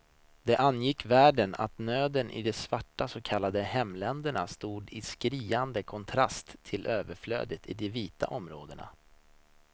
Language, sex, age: Swedish, male, 26